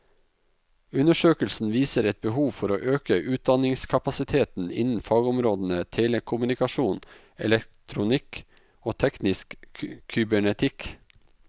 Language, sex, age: Norwegian, male, 44